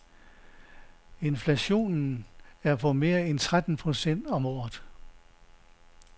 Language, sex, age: Danish, male, 69